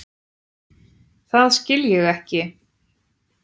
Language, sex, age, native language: Icelandic, male, 9, Icelandic